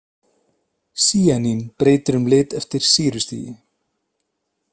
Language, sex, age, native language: Icelandic, male, 30-39, Icelandic